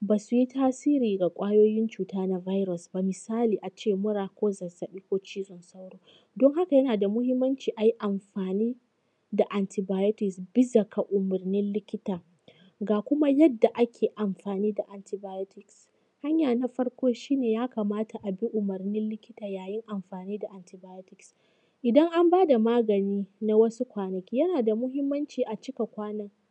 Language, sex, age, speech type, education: Hausa, female, 15-29, spontaneous, secondary